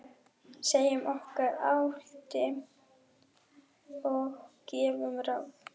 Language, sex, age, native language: Icelandic, female, 11, German